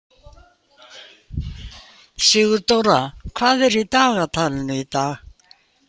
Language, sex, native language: Icelandic, female, Icelandic